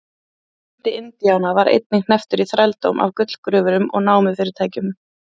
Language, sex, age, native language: Icelandic, female, 30-39, Icelandic